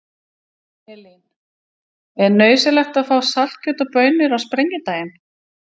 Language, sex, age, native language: Icelandic, female, 50-59, Icelandic